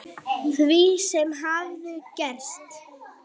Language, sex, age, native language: Icelandic, female, 9, Icelandic